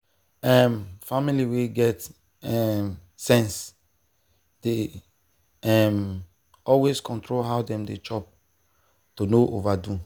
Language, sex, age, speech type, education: Nigerian Pidgin, male, 30-45, spontaneous, tertiary